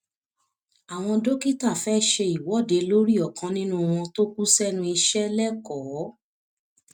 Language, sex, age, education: Yoruba, female, 30-45, tertiary